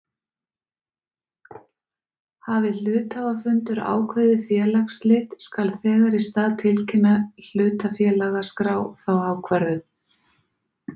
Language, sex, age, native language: Icelandic, female, 40-49, Icelandic